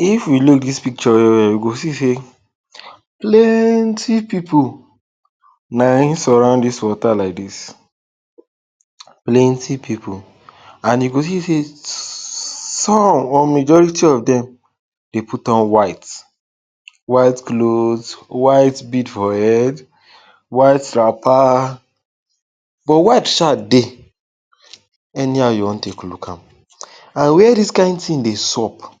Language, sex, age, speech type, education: Nigerian Pidgin, male, 15-29, spontaneous, tertiary